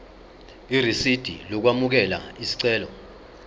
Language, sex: Zulu, male